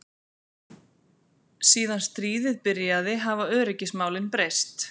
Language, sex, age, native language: Icelandic, female, 40-49, Icelandic